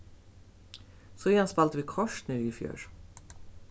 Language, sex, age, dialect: Faroese, female, 36-60, Suðurstreymoy